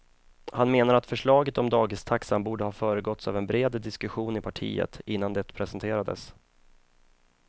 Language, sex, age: Swedish, male, 31